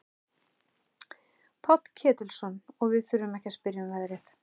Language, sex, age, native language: Icelandic, male, 11, Icelandic